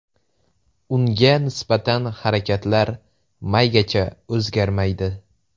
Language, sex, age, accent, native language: Uzbek, male, 18-24, Toshkent viloyati, Uzbek